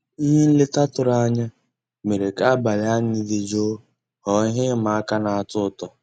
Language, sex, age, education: Igbo, male, 15-29, tertiary